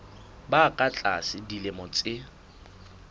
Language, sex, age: Southern Sotho, male, 21